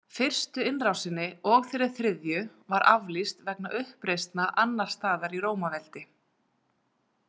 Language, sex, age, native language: Icelandic, female, 40-49, Icelandic